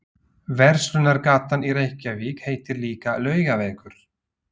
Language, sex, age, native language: Icelandic, male, 40-49, Slovak